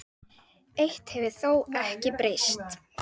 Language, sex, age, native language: Icelandic, female, 10, Icelandic